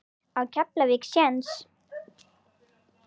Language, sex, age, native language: Icelandic, female, 9, Icelandic